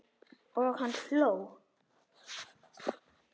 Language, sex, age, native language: Icelandic, male, 10, Icelandic